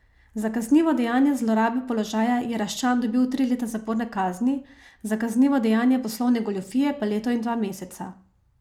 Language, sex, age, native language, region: Slovenian, female, 30-49, Slovenian, Savinja region